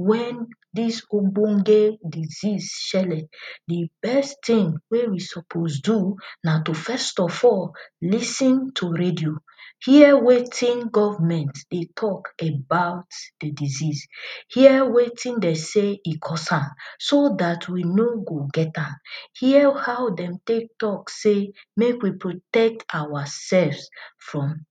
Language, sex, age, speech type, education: Nigerian Pidgin, female, 30-45, spontaneous, tertiary